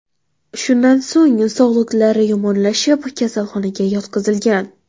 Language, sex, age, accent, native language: Uzbek, female, 12-17, Xorazm, Uzbek